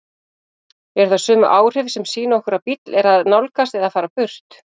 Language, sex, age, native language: Icelandic, female, 40-49, Icelandic